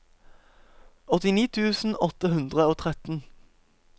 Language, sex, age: Norwegian, male, 17